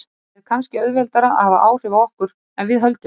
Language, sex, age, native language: Icelandic, female, 30-39, Icelandic